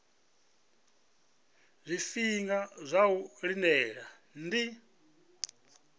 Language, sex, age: Venda, male, 37